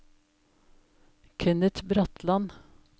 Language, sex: Norwegian, female